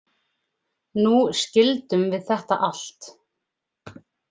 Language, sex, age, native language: Icelandic, female, 20-29, Icelandic